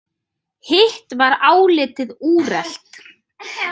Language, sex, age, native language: Icelandic, female, 30-39, Icelandic